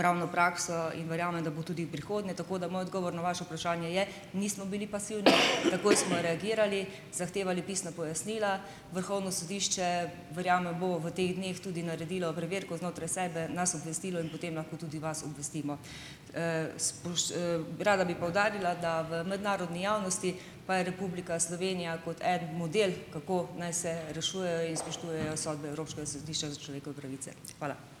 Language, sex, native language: Slovenian, female, Slovenian